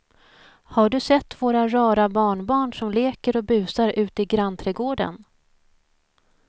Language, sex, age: Swedish, female, 41